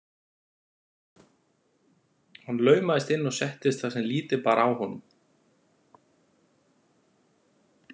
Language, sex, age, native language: Icelandic, male, 40-49, Icelandic